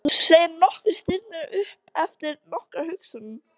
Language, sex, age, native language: Icelandic, female, 13, Icelandic